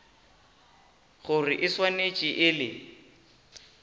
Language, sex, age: Northern Sotho, male, 19